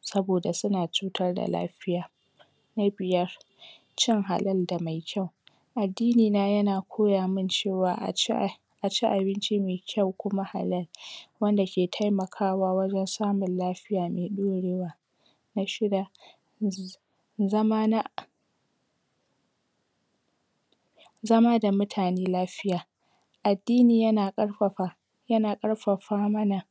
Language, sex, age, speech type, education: Hausa, female, 46-60, spontaneous, secondary